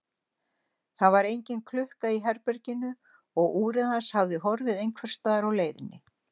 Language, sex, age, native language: Icelandic, female, 60-69, Icelandic